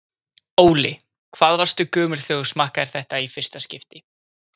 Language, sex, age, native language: Icelandic, male, 20-29, Icelandic